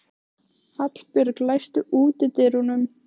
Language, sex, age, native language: Icelandic, female, 15, Icelandic